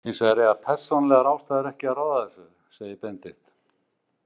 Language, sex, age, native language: Icelandic, male, 60-69, Icelandic